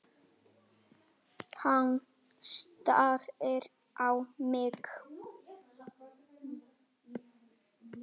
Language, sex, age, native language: Icelandic, male, 8, Icelandic